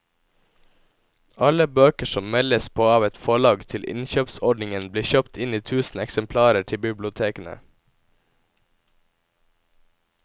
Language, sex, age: Norwegian, male, 17